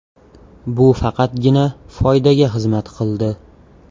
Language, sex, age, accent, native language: Uzbek, male, 18-24, Toshkent viloyati, Uzbek